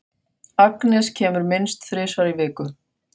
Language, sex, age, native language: Icelandic, female, 40-49, Faroese